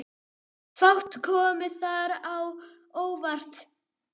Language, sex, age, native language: Icelandic, female, 8, Icelandic